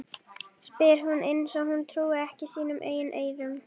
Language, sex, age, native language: Icelandic, female, 11, Icelandic